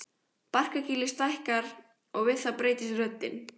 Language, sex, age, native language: Icelandic, female, 14, Icelandic